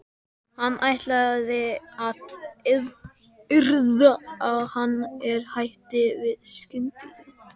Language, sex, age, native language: Icelandic, male, 12, Icelandic